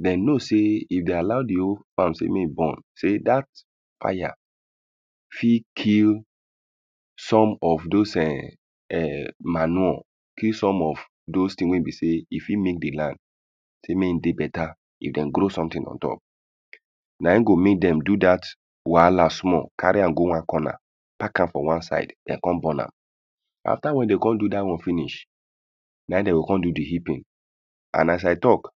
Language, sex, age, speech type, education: Nigerian Pidgin, male, 30-45, spontaneous, primary